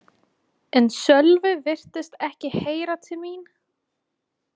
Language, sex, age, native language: Icelandic, female, 20-29, Icelandic